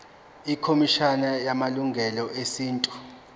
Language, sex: Zulu, male